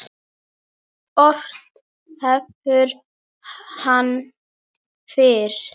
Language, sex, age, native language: Icelandic, male, 9, Icelandic